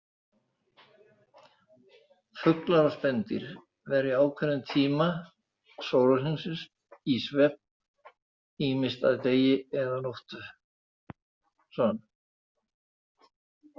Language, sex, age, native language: Icelandic, male, 80-89, Icelandic